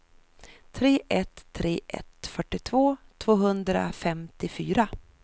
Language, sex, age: Swedish, female, 33